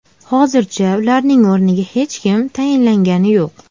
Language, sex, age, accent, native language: Uzbek, female, 19-29, Farg'ona, Uzbek